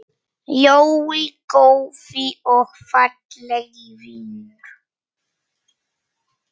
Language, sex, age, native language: Icelandic, male, 9, Polish